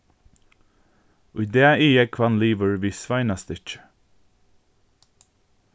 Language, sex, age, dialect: Faroese, male, 15-35, Norðurstreymoy/Eysturoy